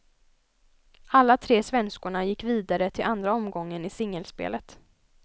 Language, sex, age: Swedish, female, 20